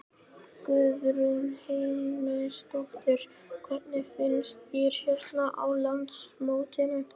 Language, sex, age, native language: Icelandic, male, 11, Icelandic